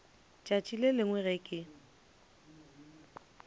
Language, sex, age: Northern Sotho, female, 29